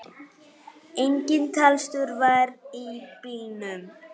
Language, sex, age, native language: Icelandic, male, 9, Icelandic